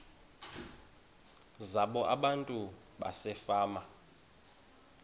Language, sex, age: Xhosa, male, 31